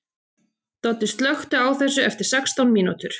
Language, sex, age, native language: Icelandic, female, 30-39, Icelandic